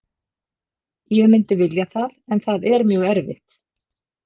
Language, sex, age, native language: Icelandic, female, 50-59, Icelandic